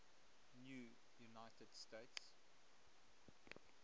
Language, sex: English, male